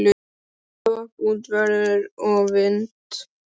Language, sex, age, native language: Icelandic, male, 12, Icelandic